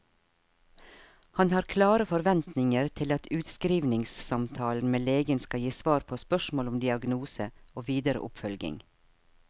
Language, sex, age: Norwegian, female, 52